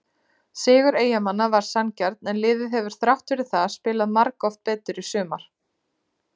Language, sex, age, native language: Icelandic, female, 30-39, Icelandic